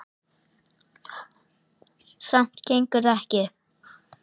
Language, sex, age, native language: Icelandic, male, 9, Icelandic